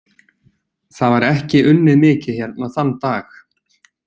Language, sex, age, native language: Icelandic, male, 20-29, Icelandic